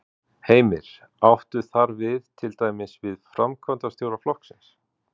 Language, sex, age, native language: Icelandic, male, 40-49, Icelandic